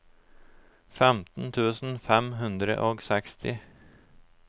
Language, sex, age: Norwegian, male, 34